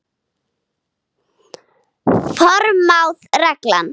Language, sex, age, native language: Icelandic, female, 8, Icelandic